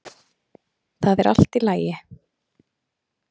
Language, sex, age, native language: Icelandic, female, 30-39, Icelandic